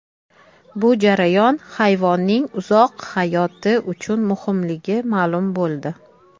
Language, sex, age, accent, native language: Uzbek, female, 30-39, Toshkent shahri, Uzbek